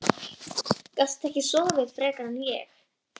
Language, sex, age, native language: Icelandic, female, 11, Icelandic